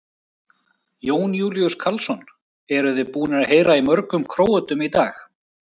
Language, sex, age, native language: Icelandic, male, 30-39, Icelandic